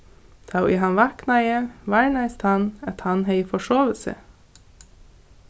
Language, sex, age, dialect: Faroese, female, 15-35, Norðuroyggjar